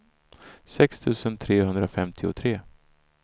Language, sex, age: Swedish, male, 34